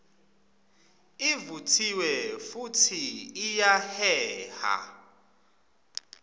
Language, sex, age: Swati, male, 25